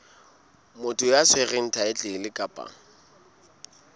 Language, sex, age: Southern Sotho, male, 22